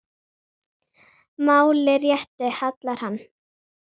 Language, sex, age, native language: Icelandic, female, 9, Icelandic